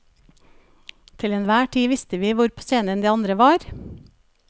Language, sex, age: Norwegian, female, 37